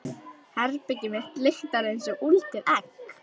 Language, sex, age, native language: Icelandic, female, 11, Icelandic